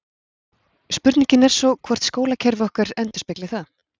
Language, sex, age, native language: Icelandic, female, 40-49, Icelandic